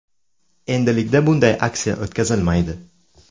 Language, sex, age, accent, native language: Uzbek, male, 18-24, Buxoro, Uzbek